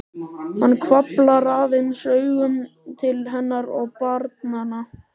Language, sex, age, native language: Icelandic, male, 13, Icelandic